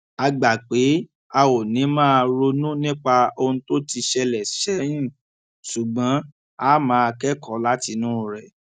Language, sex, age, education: Yoruba, male, 30-45, tertiary